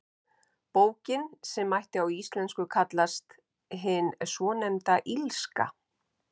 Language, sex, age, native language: Icelandic, female, 50-59, Icelandic